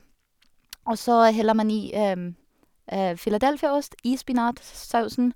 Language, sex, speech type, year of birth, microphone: Norwegian, female, spontaneous, 1985, Sennheiser